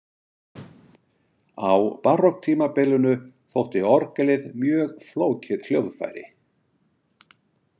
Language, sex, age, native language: Icelandic, male, 60-69, Icelandic